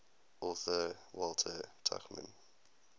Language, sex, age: English, male, 19